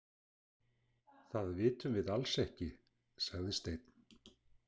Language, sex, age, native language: Icelandic, male, 60-69, Icelandic